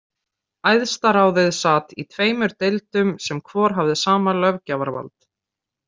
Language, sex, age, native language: Icelandic, female, 30-39, Icelandic